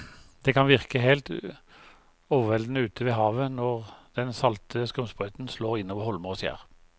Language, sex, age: Norwegian, male, 51